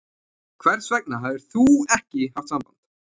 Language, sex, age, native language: Icelandic, male, 20-29, Icelandic